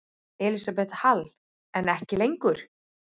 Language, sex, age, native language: Icelandic, female, 9, Icelandic